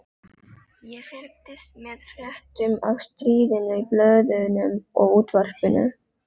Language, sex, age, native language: Icelandic, female, 12, Filipino